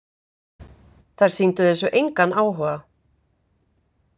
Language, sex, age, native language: Icelandic, female, 50-59, Icelandic